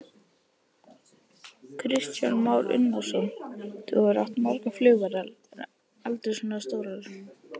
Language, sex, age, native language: Icelandic, male, 18-19, Icelandic